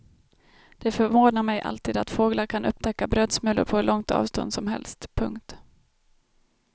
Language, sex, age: Swedish, female, 32